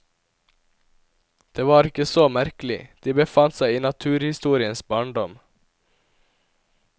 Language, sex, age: Norwegian, male, 17